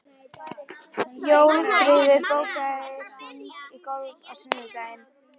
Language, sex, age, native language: Icelandic, female, 11, Icelandic